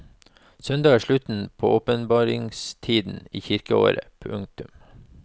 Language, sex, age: Norwegian, male, 36